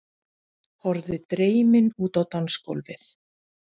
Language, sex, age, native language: Icelandic, female, 40-49, Icelandic